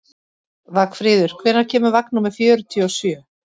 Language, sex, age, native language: Icelandic, female, 40-49, Icelandic